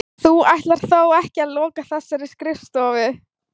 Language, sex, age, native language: Icelandic, female, 18-19, Thai